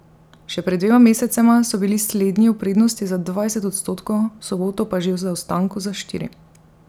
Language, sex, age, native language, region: Slovenian, female, 30-49, Slovenian, Drava region